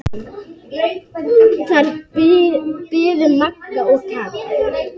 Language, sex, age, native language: Icelandic, female, 8, Icelandic